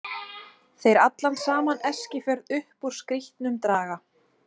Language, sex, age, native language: Icelandic, female, 20-29, Icelandic